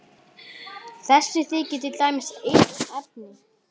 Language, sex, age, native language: Icelandic, male, 11, Icelandic